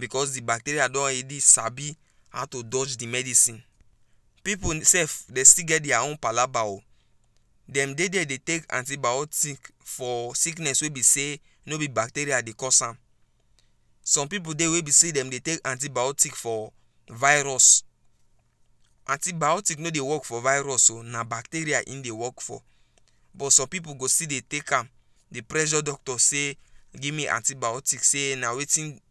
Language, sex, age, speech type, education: Nigerian Pidgin, female, 15-29, spontaneous, tertiary